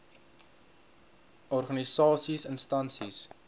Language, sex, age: Afrikaans, male, 21